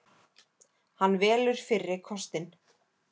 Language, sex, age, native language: Icelandic, female, 30-39, Icelandic